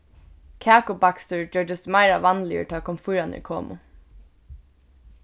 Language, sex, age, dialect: Faroese, female, 15-35, Suðurstreymoy